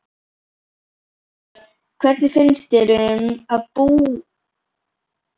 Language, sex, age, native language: Icelandic, female, 11, Icelandic